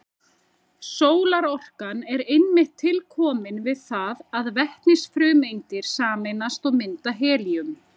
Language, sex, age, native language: Icelandic, female, 30-39, Icelandic